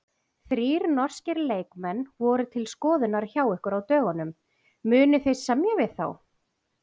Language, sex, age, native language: Icelandic, female, 40-49, Icelandic